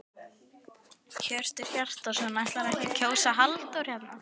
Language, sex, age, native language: Icelandic, female, 12, Icelandic